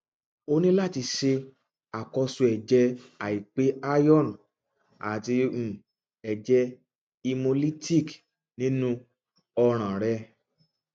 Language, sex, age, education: Yoruba, male, 30-45, tertiary